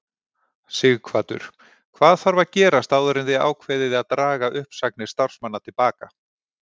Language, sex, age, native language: Icelandic, male, 40-49, Icelandic